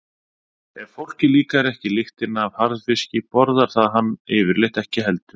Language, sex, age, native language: Icelandic, male, 30-39, Icelandic